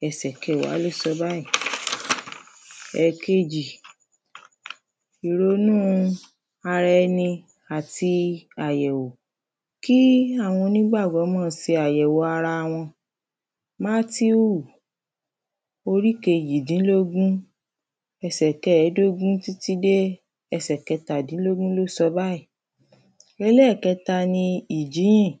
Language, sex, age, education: Yoruba, female, 30-45, primary